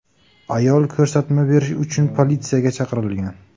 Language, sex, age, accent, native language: Uzbek, male, 18-24, Buxoro, Uzbek